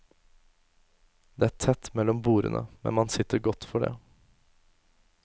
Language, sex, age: Norwegian, male, 24